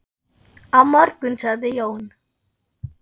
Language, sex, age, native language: Icelandic, female, 10, German